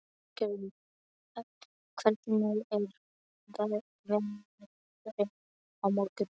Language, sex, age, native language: Icelandic, male, 12, Icelandic